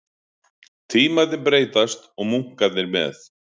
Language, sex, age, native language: Icelandic, male, 40-49, Icelandic